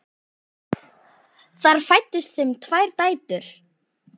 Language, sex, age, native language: Icelandic, male, 9, Icelandic